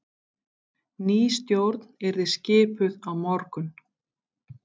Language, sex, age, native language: Icelandic, female, 50-59, Icelandic